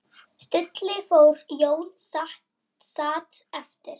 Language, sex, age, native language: Icelandic, female, 9, Icelandic